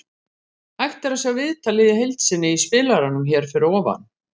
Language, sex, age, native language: Icelandic, female, 50-59, Icelandic